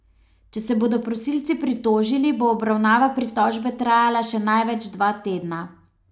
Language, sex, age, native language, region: Slovenian, female, 30-49, Slovenian, Savinja region